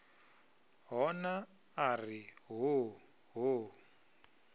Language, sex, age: Venda, male, 22